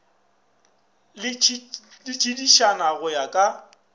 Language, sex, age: Northern Sotho, male, 24